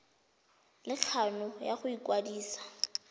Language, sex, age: Tswana, female, 20